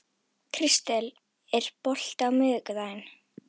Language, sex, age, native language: Icelandic, female, 11, Icelandic